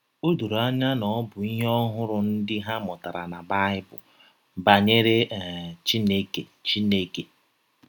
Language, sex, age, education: Igbo, male, 30-45, tertiary